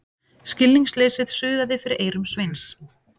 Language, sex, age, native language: Icelandic, female, 40-49, Icelandic